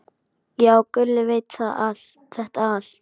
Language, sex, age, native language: Icelandic, female, 10, Icelandic